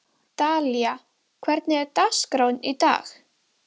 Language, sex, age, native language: Icelandic, female, 12, Icelandic